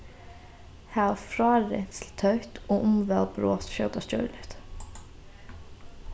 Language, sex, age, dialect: Faroese, female, 15-35, Norðurstreymoy/Eysturoy